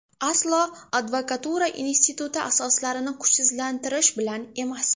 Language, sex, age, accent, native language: Uzbek, female, 12-17, Farg'ona, Uzbek